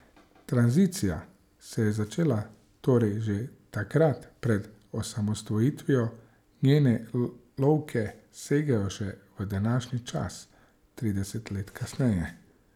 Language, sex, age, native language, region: Slovenian, male, 30-49, Slovenian, Savinja region